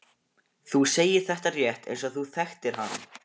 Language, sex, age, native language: Icelandic, male, 15, Icelandic